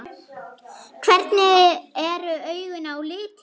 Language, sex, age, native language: Icelandic, female, 7, German